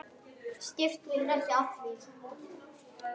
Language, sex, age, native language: Icelandic, female, 9, Icelandic